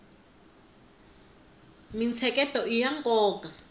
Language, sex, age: Tsonga, female, 19